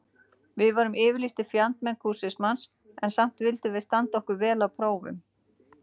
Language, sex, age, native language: Icelandic, female, 40-49, Icelandic